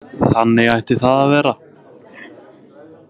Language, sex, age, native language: Icelandic, male, 20-29, Icelandic